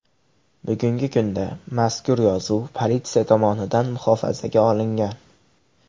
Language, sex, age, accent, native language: Uzbek, male, 18-24, Andijon, Uzbek